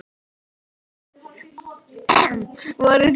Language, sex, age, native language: Icelandic, female, 12, Icelandic